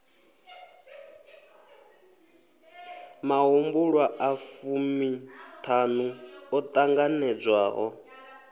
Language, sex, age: Venda, male, 23